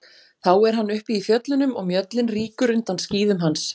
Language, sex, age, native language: Icelandic, female, 40-49, Icelandic